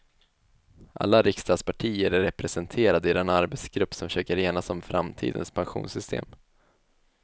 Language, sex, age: Swedish, male, 21